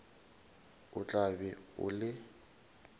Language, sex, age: Northern Sotho, male, 22